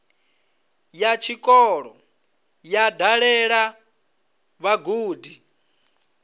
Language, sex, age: Venda, male, 26